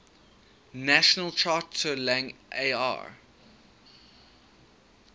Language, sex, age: English, male, 19